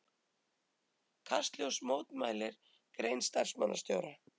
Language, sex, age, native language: Icelandic, female, 30-39, Icelandic